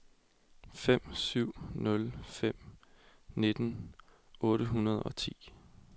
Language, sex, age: Danish, male, 20